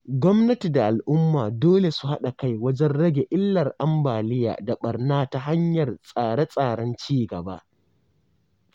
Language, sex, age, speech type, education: Hausa, male, 15-29, spontaneous, tertiary